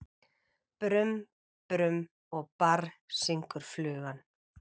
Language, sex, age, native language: Icelandic, female, 40-49, Icelandic